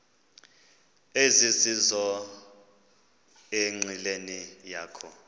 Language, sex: Xhosa, male